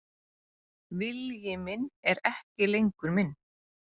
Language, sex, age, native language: Icelandic, female, 30-39, Icelandic